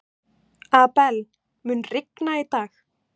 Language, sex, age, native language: Icelandic, female, 18-19, Icelandic